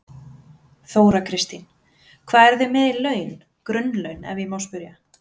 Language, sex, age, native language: Icelandic, female, 30-39, Icelandic